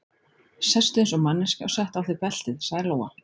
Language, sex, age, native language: Icelandic, female, 30-39, Icelandic